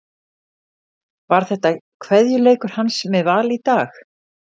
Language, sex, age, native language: Icelandic, female, 50-59, Icelandic